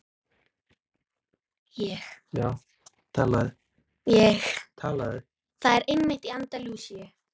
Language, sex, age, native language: Icelandic, female, 13, Icelandic